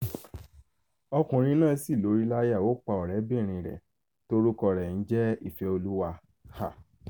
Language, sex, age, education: Yoruba, male, 15-29, tertiary